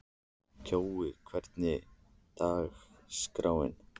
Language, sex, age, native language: Icelandic, male, 14, Icelandic